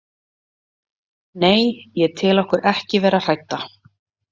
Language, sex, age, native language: Icelandic, female, 30-39, Icelandic